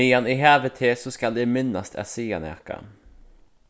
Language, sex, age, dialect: Faroese, male, 15-35, Suðurstreymoy